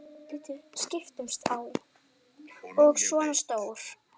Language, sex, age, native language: Icelandic, female, 9, Icelandic